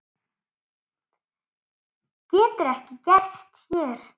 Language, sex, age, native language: Icelandic, female, 7, Icelandic